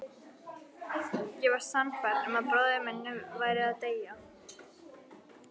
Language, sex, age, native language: Icelandic, female, 11, Icelandic